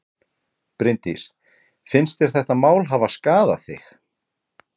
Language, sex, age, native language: Icelandic, male, 40-49, Icelandic